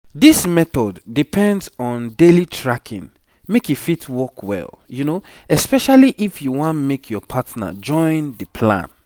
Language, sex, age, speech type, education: Nigerian Pidgin, male, 30-45, spontaneous, tertiary